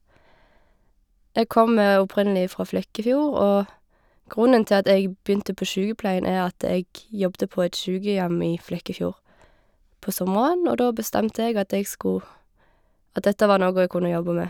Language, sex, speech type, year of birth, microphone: Norwegian, female, spontaneous, 1989, Shure